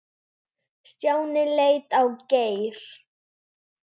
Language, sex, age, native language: Icelandic, female, 10, Icelandic